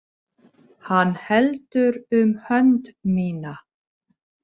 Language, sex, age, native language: Icelandic, female, 40-49, Icelandic